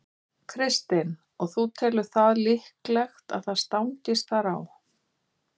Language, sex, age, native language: Icelandic, female, 50-59, Icelandic